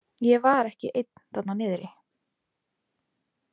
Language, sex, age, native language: Icelandic, female, 20-29, Icelandic